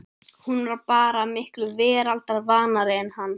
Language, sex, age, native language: Icelandic, male, 12, Icelandic